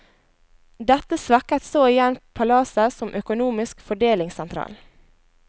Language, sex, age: Norwegian, female, 21